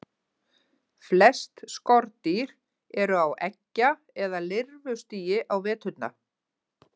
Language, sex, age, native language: Icelandic, female, 50-59, Icelandic